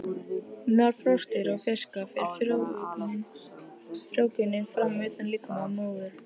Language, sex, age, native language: Icelandic, male, 18-19, Icelandic